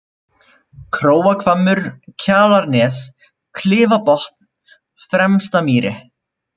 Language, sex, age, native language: Icelandic, male, 20-29, Icelandic